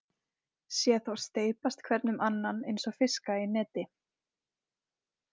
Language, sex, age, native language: Icelandic, female, 20-29, Icelandic